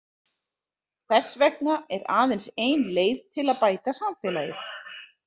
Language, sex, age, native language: Icelandic, female, 40-49, Icelandic